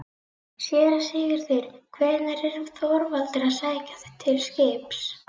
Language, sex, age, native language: Icelandic, female, 11, Icelandic